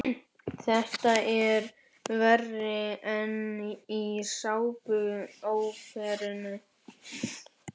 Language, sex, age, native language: Icelandic, male, 11, Icelandic